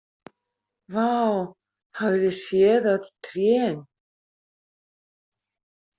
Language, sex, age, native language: Icelandic, female, 50-59, Icelandic